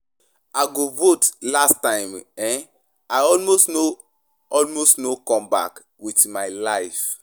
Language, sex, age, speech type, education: Nigerian Pidgin, female, 15-29, spontaneous, tertiary